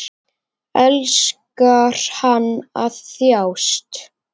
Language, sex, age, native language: Icelandic, male, 9, Icelandic